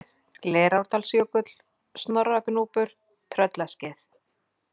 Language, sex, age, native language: Icelandic, female, 40-49, Icelandic